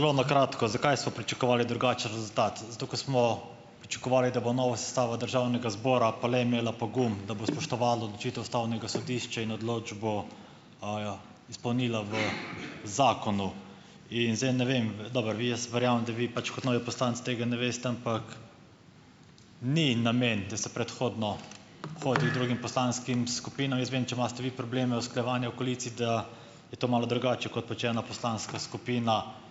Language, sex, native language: Slovenian, male, Slovenian